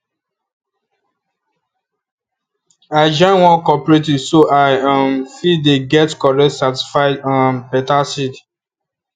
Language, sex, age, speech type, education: Nigerian Pidgin, male, 15-29, spontaneous, tertiary